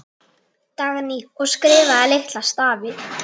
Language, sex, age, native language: Icelandic, female, 10, Icelandic